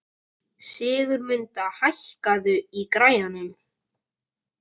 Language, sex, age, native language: Icelandic, male, 12, Icelandic